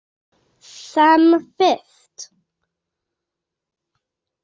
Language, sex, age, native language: Icelandic, male, 7, English